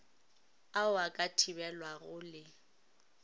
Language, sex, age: Northern Sotho, female, 19